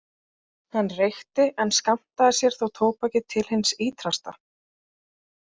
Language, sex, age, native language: Icelandic, female, 30-39, Icelandic